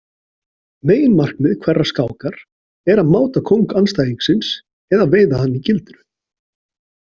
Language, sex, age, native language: Icelandic, male, 40-49, Icelandic